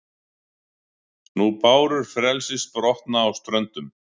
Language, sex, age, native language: Icelandic, male, 40-49, Icelandic